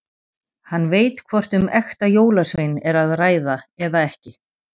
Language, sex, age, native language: Icelandic, female, 40-49, Icelandic